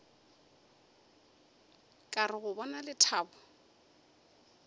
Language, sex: Northern Sotho, female